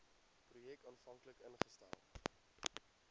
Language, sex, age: Afrikaans, male, 18